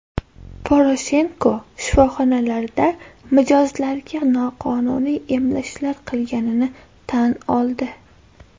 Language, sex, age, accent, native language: Uzbek, female, 18-24, Toshkent shahri, Uzbek